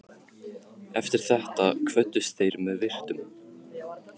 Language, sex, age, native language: Icelandic, male, 15, Icelandic